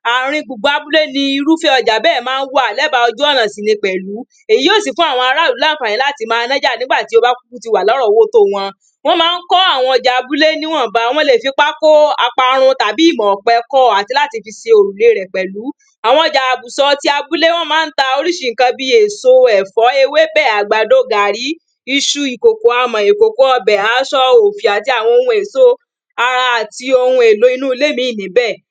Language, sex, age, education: Yoruba, female, 30-45, primary